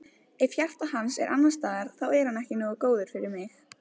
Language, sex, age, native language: Icelandic, female, 20-29, Icelandic